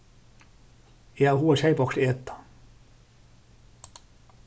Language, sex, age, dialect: Faroese, male, 36-60, Suðurstreymoy